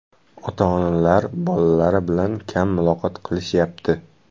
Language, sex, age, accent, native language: Uzbek, male, 18-24, Jizzax, Uzbek